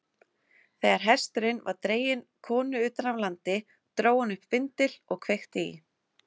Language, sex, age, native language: Icelandic, female, 30-39, Icelandic